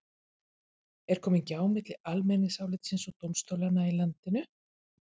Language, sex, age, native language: Icelandic, female, 50-59, Icelandic